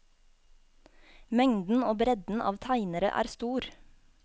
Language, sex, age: Norwegian, female, 24